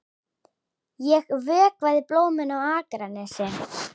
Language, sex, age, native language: Icelandic, female, 10, Icelandic